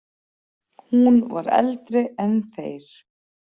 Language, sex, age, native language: Icelandic, female, 40-49, Icelandic